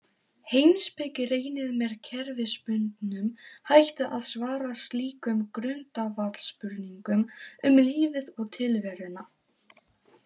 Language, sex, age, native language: Icelandic, female, 18-19, Polish